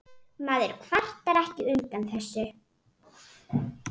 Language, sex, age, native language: Icelandic, female, 7, Icelandic